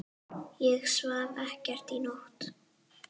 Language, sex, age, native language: Icelandic, female, 9, Icelandic